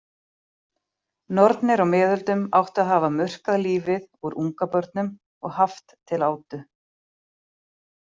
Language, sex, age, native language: Icelandic, female, 40-49, Icelandic